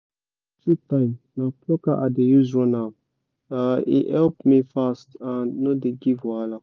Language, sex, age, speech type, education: Nigerian Pidgin, male, 15-29, spontaneous, tertiary